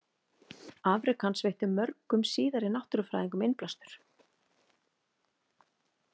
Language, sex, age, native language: Icelandic, female, 40-49, Icelandic